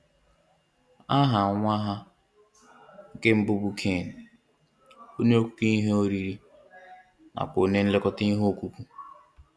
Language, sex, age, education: Igbo, male, 15-29, tertiary